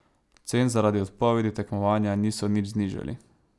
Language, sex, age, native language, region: Slovenian, male, 18-29, Slovenian, Savinja region